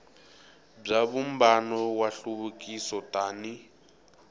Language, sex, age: Tsonga, male, 18